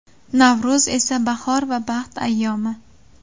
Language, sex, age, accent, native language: Uzbek, female, 18-24, Surxondaryo, Uzbek